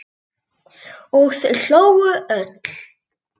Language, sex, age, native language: Icelandic, female, 8, Icelandic